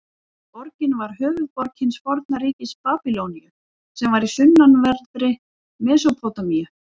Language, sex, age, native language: Icelandic, female, 40-49, Icelandic